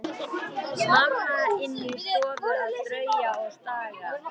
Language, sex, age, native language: Icelandic, female, 13, Icelandic